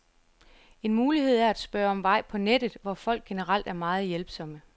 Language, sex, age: Danish, female, 34